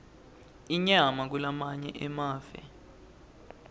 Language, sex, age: Swati, male, 20